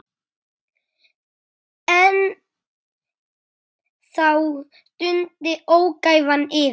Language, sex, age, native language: Icelandic, male, 8, Icelandic